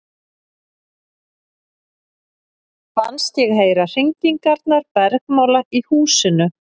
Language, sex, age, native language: Icelandic, female, 40-49, Icelandic